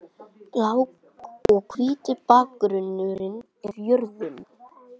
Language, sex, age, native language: Icelandic, male, 20-29, Icelandic